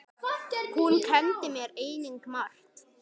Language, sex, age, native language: Icelandic, male, 10, Icelandic